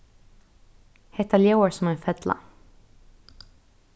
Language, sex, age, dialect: Faroese, female, 15-35, Norðurstreymoy/Eysturoy